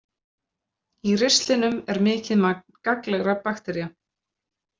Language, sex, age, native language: Icelandic, female, 20-29, Icelandic